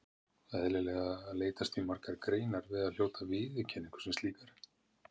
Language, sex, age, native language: Icelandic, male, 50-59, Icelandic